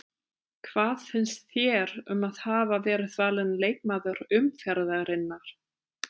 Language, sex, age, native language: Icelandic, female, 30-39, German